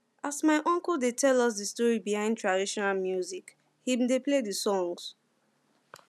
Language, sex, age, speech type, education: Nigerian Pidgin, female, 15-29, spontaneous, secondary